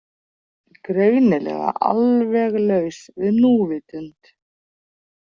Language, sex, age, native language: Icelandic, female, 40-49, Icelandic